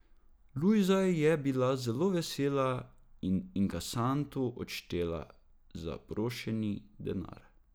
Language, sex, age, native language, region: Slovenian, male, 18-29, Slovenian, Drava region